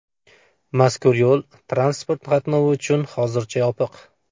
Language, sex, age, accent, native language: Uzbek, male, 25-34, Farg'ona, Uzbek